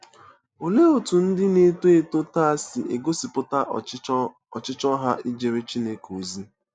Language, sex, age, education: Igbo, male, 15-29, tertiary